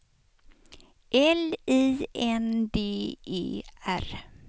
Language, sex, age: Swedish, female, 56